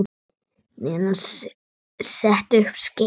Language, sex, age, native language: Icelandic, female, 9, Icelandic